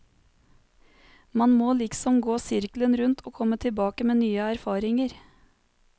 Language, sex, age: Norwegian, female, 30